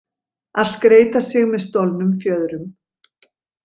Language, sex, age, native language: Icelandic, female, 40-49, Icelandic